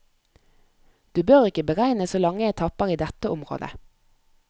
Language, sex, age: Norwegian, female, 30